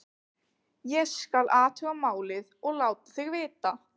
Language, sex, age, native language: Icelandic, other, 15, Icelandic